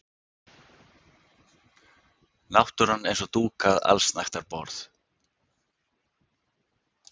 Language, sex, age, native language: Icelandic, male, 60-69, Icelandic